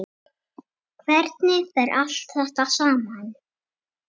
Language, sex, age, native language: Icelandic, male, 7, Icelandic